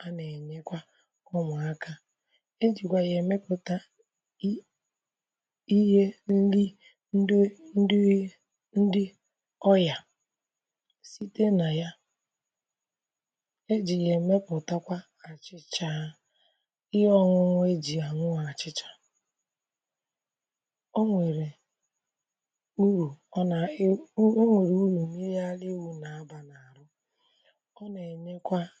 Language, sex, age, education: Igbo, female, 30-45, tertiary